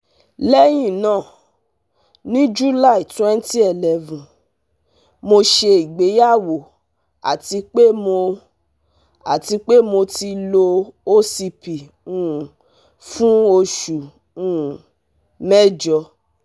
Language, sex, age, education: Yoruba, female, 30-45, tertiary